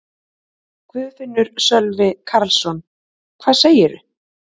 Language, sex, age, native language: Icelandic, female, 20-29, Icelandic